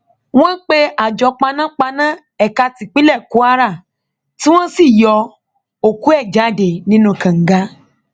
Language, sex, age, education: Yoruba, female, 15-29, tertiary